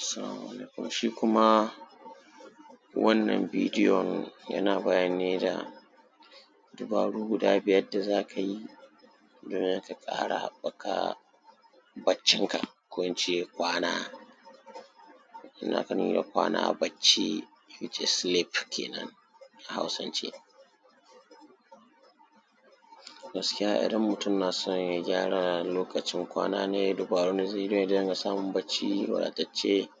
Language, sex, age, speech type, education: Hausa, male, 15-29, spontaneous, primary